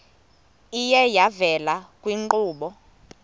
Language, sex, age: Xhosa, female, 24